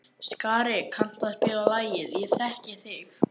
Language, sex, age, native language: Icelandic, male, 11, Icelandic